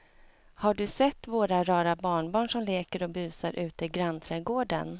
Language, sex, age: Swedish, female, 37